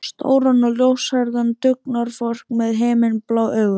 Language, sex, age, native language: Icelandic, male, 12, Icelandic